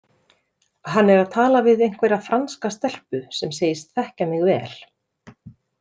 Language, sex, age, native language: Icelandic, female, 30-39, Icelandic